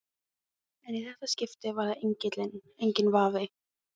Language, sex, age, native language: Icelandic, female, 15, Icelandic